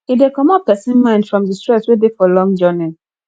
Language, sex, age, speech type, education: Nigerian Pidgin, female, 15-29, spontaneous, tertiary